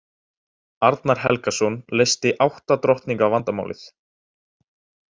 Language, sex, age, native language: Icelandic, male, 18-19, Icelandic